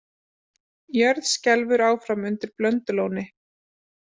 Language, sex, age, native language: Icelandic, female, 30-39, Icelandic